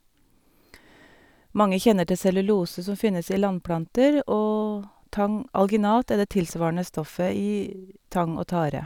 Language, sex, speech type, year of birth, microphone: Norwegian, female, spontaneous, 1962, Sennheiser